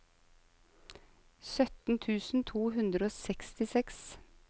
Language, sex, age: Norwegian, female, 35